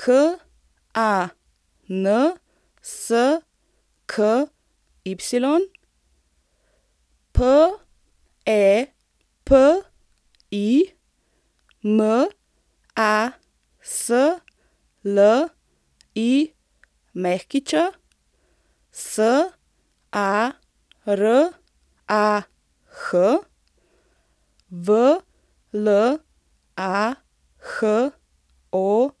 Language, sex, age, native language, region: Slovenian, female, 18-29, Slovenian, Central Slovenia